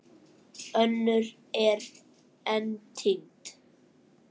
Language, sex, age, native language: Icelandic, male, 9, Icelandic